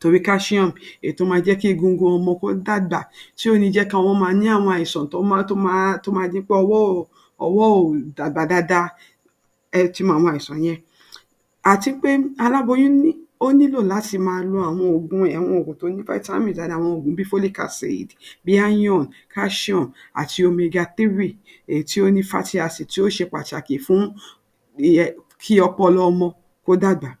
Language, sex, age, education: Yoruba, female, 60+, tertiary